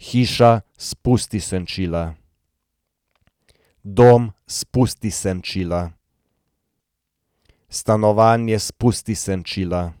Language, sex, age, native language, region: Slovenian, male, 30-49, Slovenian, Gorenjska region